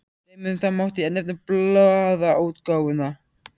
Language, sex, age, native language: Icelandic, male, 13, Icelandic